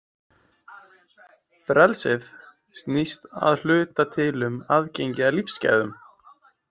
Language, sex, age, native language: Icelandic, male, 20-29, Icelandic